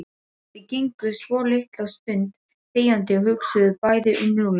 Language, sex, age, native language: Icelandic, female, 12, Serbo-Croatian